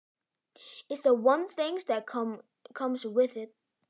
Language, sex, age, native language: Icelandic, male, 11, Icelandic